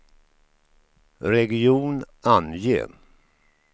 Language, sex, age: Swedish, male, 53